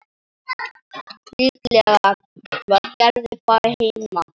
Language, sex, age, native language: Icelandic, female, 9, Icelandic